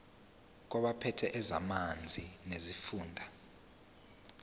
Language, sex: Zulu, male